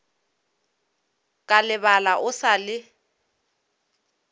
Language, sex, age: Northern Sotho, female, 26